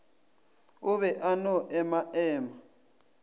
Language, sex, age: Northern Sotho, male, 20